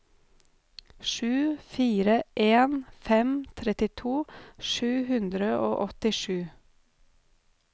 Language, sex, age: Norwegian, female, 32